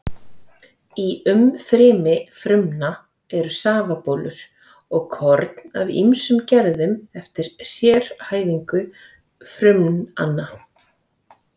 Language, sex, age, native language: Icelandic, female, 30-39, Icelandic